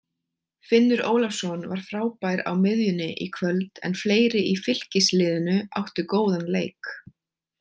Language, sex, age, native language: Icelandic, female, 20-29, Icelandic